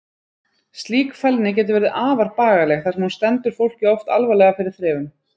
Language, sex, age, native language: Icelandic, female, 30-39, Icelandic